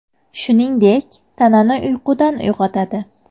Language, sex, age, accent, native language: Uzbek, female, 19-29, Samarqand, Uzbek